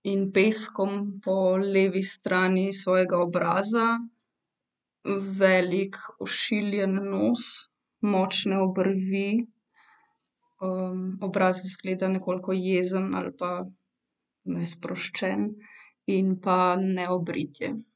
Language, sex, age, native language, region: Slovenian, female, 18-29, Slovenian, Central Slovenia